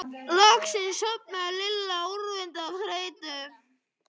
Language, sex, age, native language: Icelandic, male, 12, Icelandic